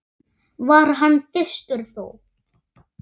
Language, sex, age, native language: Icelandic, male, 8, Icelandic